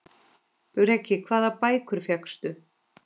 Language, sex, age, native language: Icelandic, female, 10, Icelandic